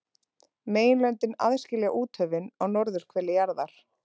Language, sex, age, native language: Icelandic, female, 30-39, Icelandic